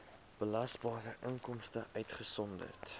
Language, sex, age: Afrikaans, male, 22